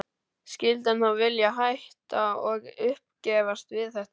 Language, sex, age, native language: Icelandic, male, 12, Icelandic